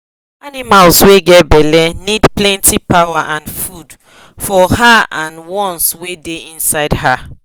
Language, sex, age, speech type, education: Nigerian Pidgin, female, 30-45, spontaneous, tertiary